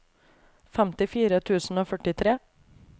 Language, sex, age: Norwegian, female, 28